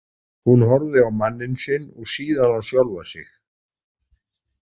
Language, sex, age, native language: Icelandic, male, 40-49, Icelandic